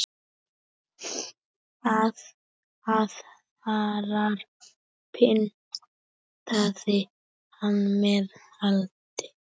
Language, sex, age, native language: Icelandic, female, 7, Icelandic